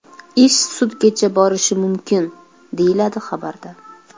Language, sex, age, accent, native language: Uzbek, female, 25-34, Toshkent viloyati, Uzbek